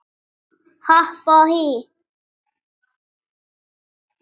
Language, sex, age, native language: Icelandic, female, 8, Icelandic